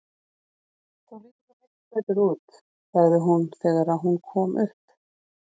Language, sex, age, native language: Icelandic, female, 40-49, Icelandic